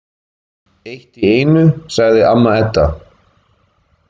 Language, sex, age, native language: Icelandic, male, 50-59, Icelandic